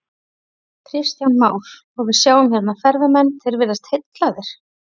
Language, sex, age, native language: Icelandic, female, 30-39, Icelandic